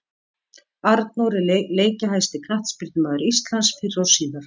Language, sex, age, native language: Icelandic, female, 50-59, Icelandic